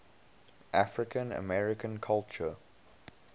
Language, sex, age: English, male, 22